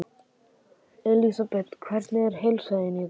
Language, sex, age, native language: Icelandic, male, 11, Icelandic